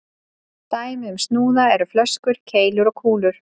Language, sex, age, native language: Icelandic, female, 30-39, Icelandic